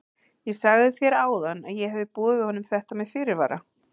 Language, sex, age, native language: Icelandic, female, 40-49, Icelandic